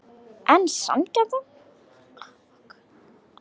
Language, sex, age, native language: Icelandic, female, 18-19, Icelandic